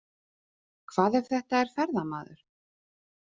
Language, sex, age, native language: Icelandic, female, 30-39, Icelandic